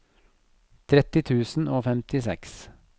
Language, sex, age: Norwegian, male, 40